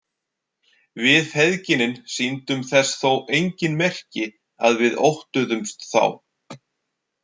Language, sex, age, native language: Icelandic, male, 40-49, Icelandic